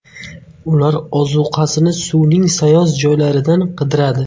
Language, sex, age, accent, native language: Uzbek, male, 12-17, Qashqadaryo, Uzbek